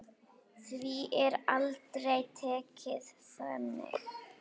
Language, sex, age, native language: Icelandic, female, 8, Icelandic